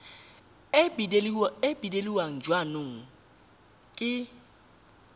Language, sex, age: Tswana, male, 18